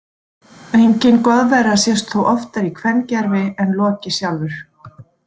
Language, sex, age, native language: Icelandic, female, 40-49, Icelandic